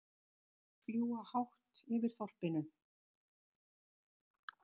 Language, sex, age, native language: Icelandic, female, 60-69, Icelandic